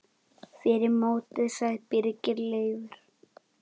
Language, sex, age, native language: Icelandic, male, 10, Icelandic